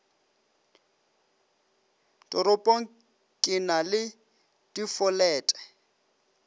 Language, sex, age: Northern Sotho, male, 25